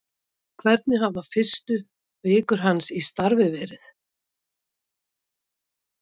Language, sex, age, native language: Icelandic, female, 50-59, Icelandic